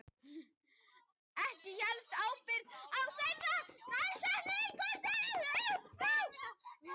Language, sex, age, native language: Icelandic, female, 18-19, Icelandic